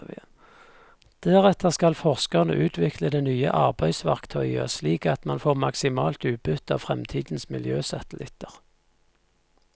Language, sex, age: Norwegian, male, 50